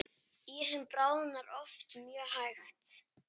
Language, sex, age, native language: Icelandic, female, 8, Icelandic